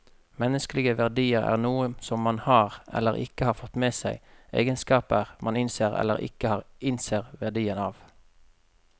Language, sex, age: Norwegian, male, 33